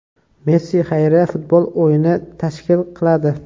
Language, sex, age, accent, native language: Uzbek, male, 18-24, Toshkent viloyati, Uzbek